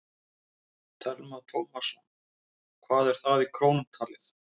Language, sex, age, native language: Icelandic, male, 30-39, Icelandic